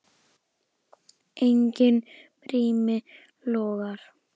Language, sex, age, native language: Icelandic, female, 10, Icelandic